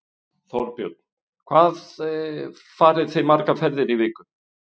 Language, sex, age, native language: Icelandic, male, 50-59, Icelandic